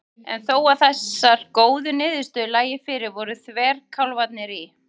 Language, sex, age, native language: Icelandic, female, 30-39, Icelandic